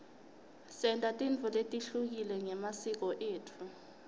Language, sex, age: Swati, female, 20